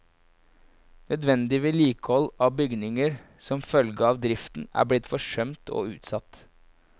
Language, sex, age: Norwegian, male, 24